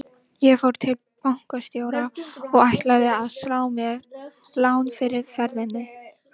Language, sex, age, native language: Icelandic, female, 18-19, Icelandic